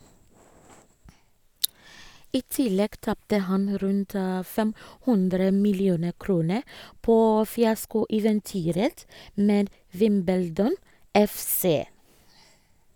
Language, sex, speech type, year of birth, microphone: Norwegian, female, read, 1986, Sennheiser